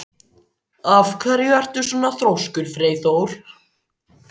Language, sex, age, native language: Icelandic, male, 14, Icelandic